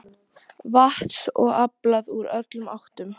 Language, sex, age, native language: Icelandic, female, 12, Icelandic